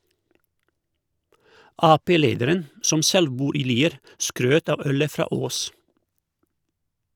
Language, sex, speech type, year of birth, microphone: Norwegian, male, read, 1971, Shure